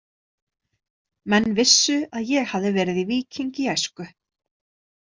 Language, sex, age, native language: Icelandic, female, 30-39, Icelandic